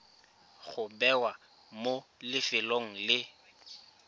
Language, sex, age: Tswana, male, 24